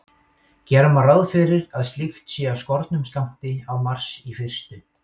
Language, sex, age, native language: Icelandic, male, 18-19, Icelandic